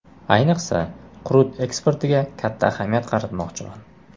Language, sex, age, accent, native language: Uzbek, male, 18-24, Jizzax, Uzbek